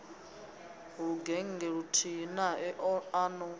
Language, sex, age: Venda, female, 22